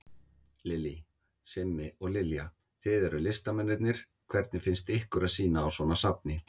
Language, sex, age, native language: Icelandic, male, 50-59, Icelandic